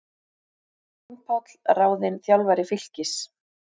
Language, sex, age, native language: Icelandic, female, 40-49, Icelandic